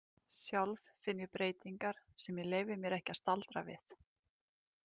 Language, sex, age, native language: Icelandic, female, 30-39, Icelandic